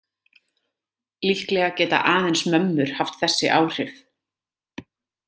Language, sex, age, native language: Icelandic, female, 30-39, Icelandic